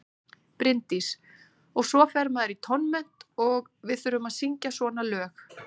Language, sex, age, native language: Icelandic, female, 30-39, Icelandic